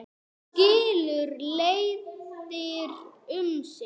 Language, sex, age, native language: Icelandic, female, 6, Icelandic